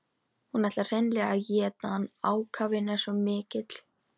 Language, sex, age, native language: Icelandic, female, 13, Icelandic